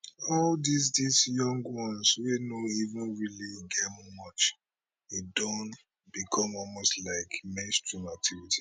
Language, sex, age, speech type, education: Nigerian Pidgin, male, 30-45, spontaneous, tertiary